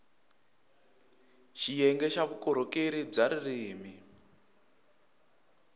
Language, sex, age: Tsonga, male, 23